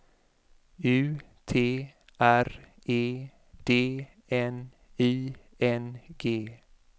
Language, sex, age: Swedish, male, 33